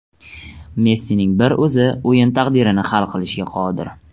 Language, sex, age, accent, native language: Uzbek, male, 18-24, Surxondaryo, Uzbek